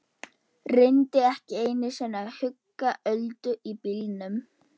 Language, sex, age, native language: Icelandic, female, 11, Icelandic